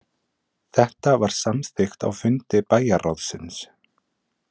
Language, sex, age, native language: Icelandic, male, 20-29, Icelandic